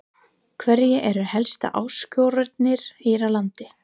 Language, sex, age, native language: Icelandic, female, 30-39, English